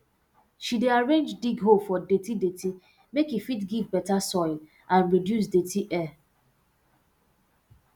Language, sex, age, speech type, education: Nigerian Pidgin, female, 15-29, spontaneous, secondary